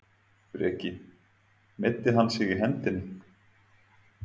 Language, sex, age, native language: Icelandic, male, 30-39, Icelandic